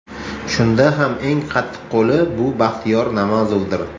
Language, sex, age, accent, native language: Uzbek, male, 35+, Toshkent shahri, Uzbek